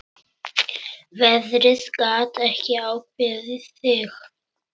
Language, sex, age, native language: Icelandic, male, 9, Icelandic